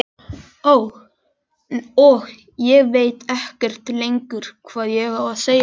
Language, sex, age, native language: Icelandic, male, 11, Icelandic